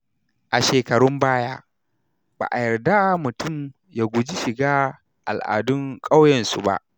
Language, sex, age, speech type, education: Hausa, male, 30-45, read, tertiary